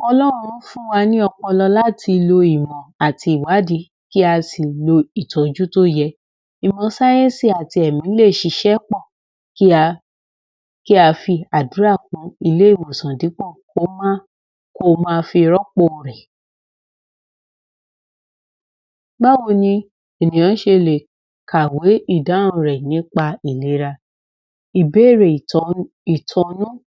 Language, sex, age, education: Yoruba, female, 30-45, tertiary